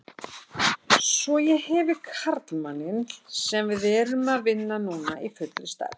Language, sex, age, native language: Icelandic, female, 60-69, Icelandic